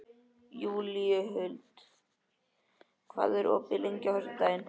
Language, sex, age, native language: Icelandic, male, 13, Icelandic